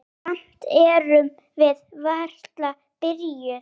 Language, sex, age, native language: Icelandic, female, 8, Icelandic